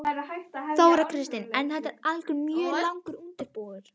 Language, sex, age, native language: Icelandic, female, 12, Icelandic